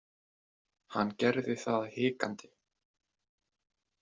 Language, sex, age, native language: Icelandic, male, 20-29, Icelandic